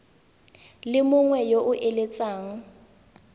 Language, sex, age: Tswana, female, 19